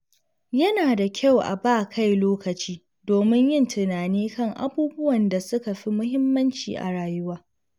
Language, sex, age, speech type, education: Hausa, female, 15-29, read, secondary